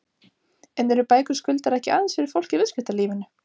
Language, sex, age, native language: Icelandic, female, 30-39, Icelandic